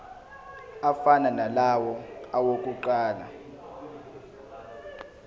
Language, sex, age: Zulu, male, 18